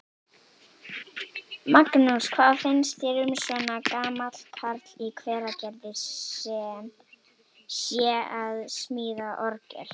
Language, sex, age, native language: Icelandic, female, 18-19, Icelandic